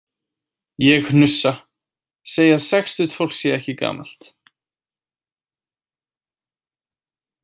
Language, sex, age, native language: Icelandic, male, 18-19, Icelandic